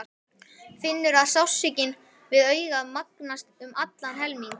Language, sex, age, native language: Icelandic, male, 12, Icelandic